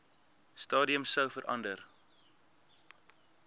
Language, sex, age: Afrikaans, male, 22